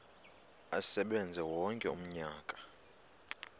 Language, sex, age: Xhosa, male, 32